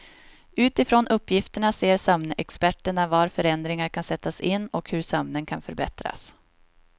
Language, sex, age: Swedish, female, 26